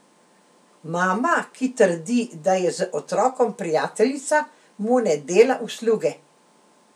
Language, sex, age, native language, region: Slovenian, female, 60+, Slovenian, Central Slovenia